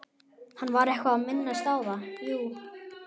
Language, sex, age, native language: Icelandic, male, 11, Icelandic